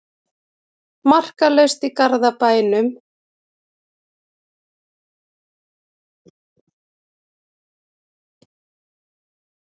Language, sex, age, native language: Icelandic, female, 30-39, Icelandic